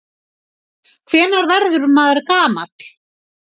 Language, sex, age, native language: Icelandic, female, 60-69, Icelandic